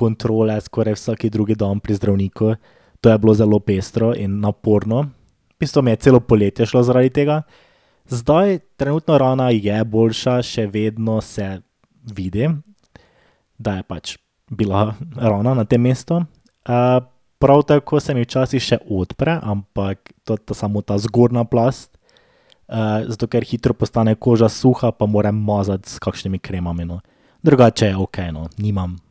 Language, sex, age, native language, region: Slovenian, male, 18-29, Slovenian, Drava region